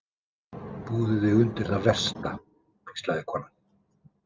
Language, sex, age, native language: Icelandic, male, 50-59, Icelandic